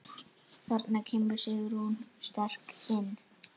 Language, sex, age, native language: Icelandic, female, 8, Icelandic